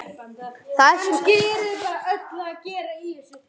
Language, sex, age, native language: Icelandic, male, 9, Icelandic